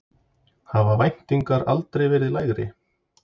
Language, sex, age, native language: Icelandic, male, 30-39, Icelandic